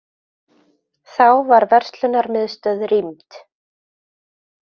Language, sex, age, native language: Icelandic, female, 20-29, Icelandic